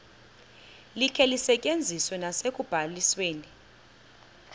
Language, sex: Xhosa, female